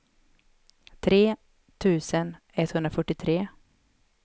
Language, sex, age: Swedish, female, 31